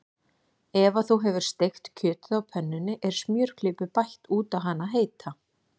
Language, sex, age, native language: Icelandic, female, 40-49, Icelandic